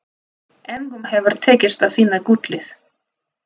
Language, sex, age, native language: Icelandic, female, 30-39, Russian